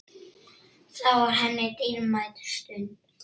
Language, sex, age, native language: Icelandic, male, 6, Icelandic